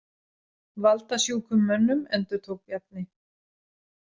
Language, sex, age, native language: Icelandic, female, 40-49, Icelandic